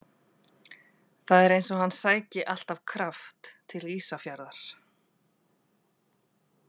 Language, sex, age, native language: Icelandic, female, 40-49, Icelandic